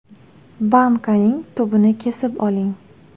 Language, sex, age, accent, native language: Uzbek, female, 18-24, Toshkent shahri, Uzbek